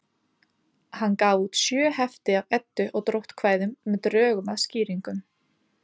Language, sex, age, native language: Icelandic, female, 30-39, Icelandic